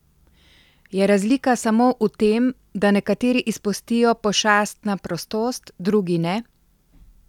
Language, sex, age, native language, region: Slovenian, female, 50-59, Slovenian, Central Slovenia